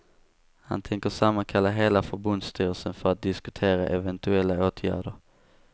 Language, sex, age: Swedish, male, 18